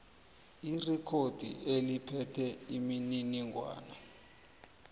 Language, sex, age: South Ndebele, male, 24